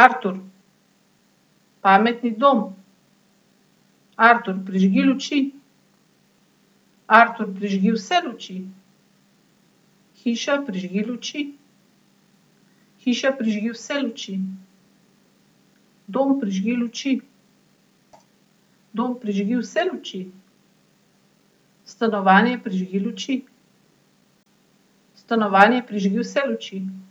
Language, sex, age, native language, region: Slovenian, female, 30-49, Slovenian, Central Slovenia